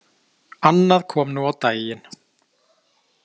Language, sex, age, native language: Icelandic, male, 40-49, Icelandic